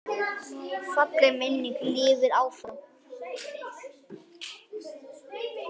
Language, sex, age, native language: Icelandic, male, 9, Icelandic